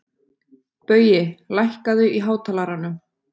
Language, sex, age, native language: Icelandic, female, 30-39, Icelandic